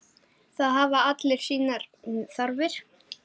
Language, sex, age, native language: Icelandic, male, 9, Icelandic